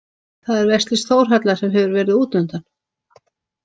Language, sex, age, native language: Icelandic, female, 50-59, Icelandic